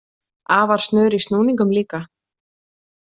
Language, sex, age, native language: Icelandic, female, 20-29, Icelandic